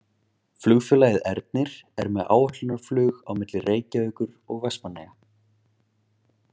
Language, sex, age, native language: Icelandic, male, 20-29, Icelandic